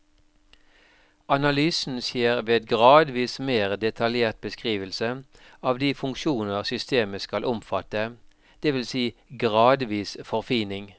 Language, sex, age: Norwegian, male, 52